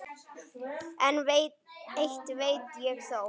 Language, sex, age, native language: Icelandic, male, 9, Icelandic